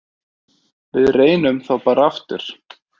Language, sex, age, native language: Icelandic, male, 30-39, Icelandic